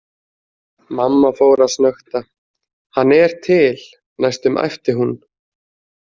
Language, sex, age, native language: Icelandic, male, 20-29, Icelandic